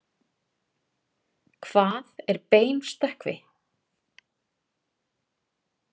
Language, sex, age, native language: Icelandic, female, 40-49, Icelandic